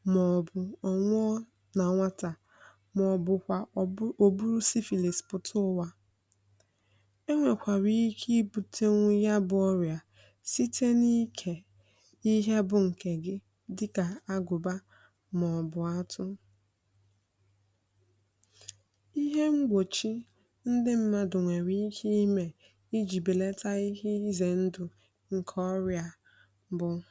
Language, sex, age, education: Igbo, female, 15-29, tertiary